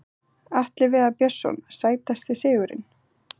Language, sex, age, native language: Icelandic, female, 20-29, Icelandic